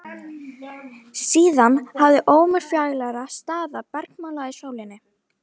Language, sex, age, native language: Icelandic, female, 12, Icelandic